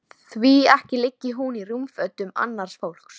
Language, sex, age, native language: Icelandic, female, 13, Icelandic